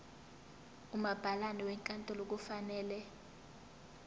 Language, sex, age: Zulu, female, 18